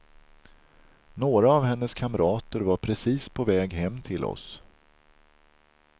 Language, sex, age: Swedish, male, 43